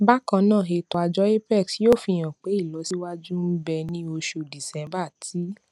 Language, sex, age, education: Yoruba, female, 15-29, tertiary